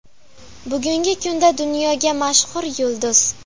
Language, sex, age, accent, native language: Uzbek, female, 12-17, Farg'ona, Uzbek